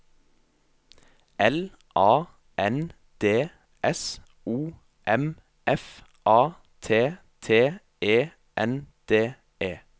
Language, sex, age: Norwegian, male, 22